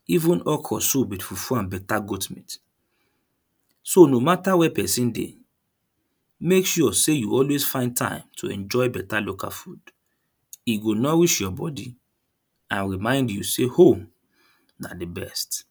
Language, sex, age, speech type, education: Nigerian Pidgin, male, 30-45, spontaneous, tertiary